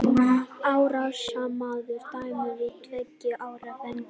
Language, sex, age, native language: Icelandic, male, 30-39, Icelandic